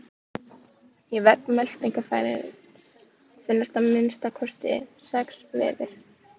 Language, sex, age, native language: Icelandic, female, 18-19, Icelandic